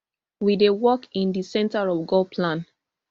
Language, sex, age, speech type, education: Nigerian Pidgin, female, 15-29, spontaneous, tertiary